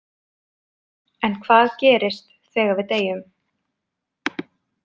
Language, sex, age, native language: Icelandic, female, 20-29, Icelandic